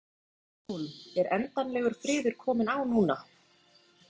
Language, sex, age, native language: Icelandic, female, 30-39, Icelandic